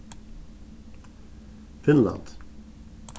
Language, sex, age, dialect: Faroese, male, 36-60, Suðuroy